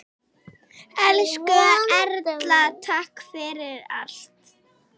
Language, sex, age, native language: Icelandic, female, 6, Icelandic